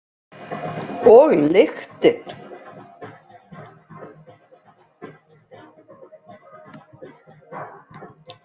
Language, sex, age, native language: Icelandic, female, 50-59, Icelandic